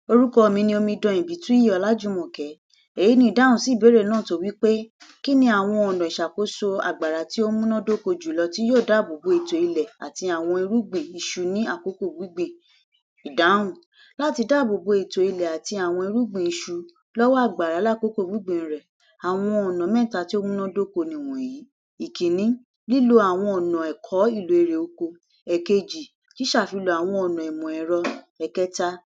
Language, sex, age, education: Yoruba, female, 60+, tertiary